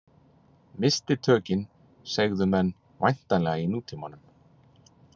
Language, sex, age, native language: Icelandic, male, 40-49, Icelandic